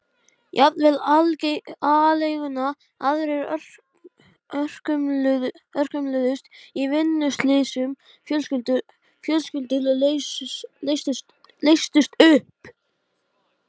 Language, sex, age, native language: Icelandic, male, 12, Icelandic